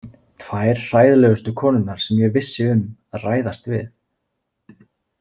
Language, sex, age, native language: Icelandic, male, 20-29, Icelandic